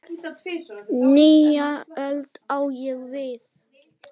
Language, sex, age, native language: Icelandic, male, 8, Icelandic